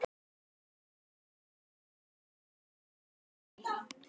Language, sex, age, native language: Icelandic, female, 12, Icelandic